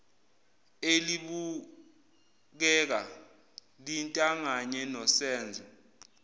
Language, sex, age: Zulu, male, 18